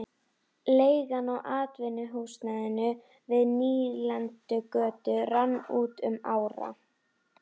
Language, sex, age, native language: Icelandic, female, 11, Icelandic